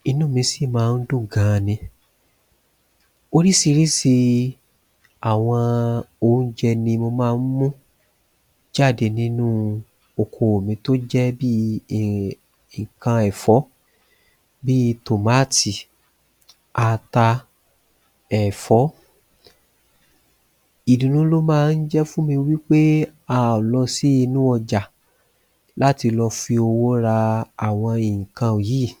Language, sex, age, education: Yoruba, male, 30-45, tertiary